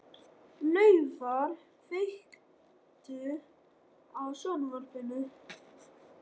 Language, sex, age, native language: Icelandic, male, 13, Icelandic